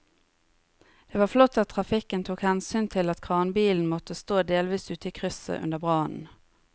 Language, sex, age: Norwegian, female, 30